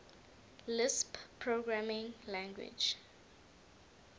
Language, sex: English, female